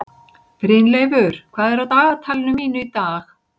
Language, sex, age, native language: Icelandic, female, 60-69, Icelandic